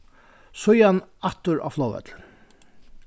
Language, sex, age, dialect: Faroese, male, 61+, Vágar